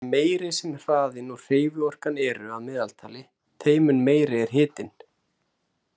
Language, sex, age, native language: Icelandic, male, 30-39, Icelandic